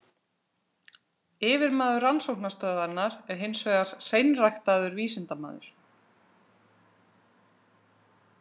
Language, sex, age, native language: Icelandic, female, 30-39, Icelandic